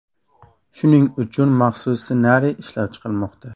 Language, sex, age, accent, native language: Uzbek, male, 18-24, Toshkent viloyati, Uzbek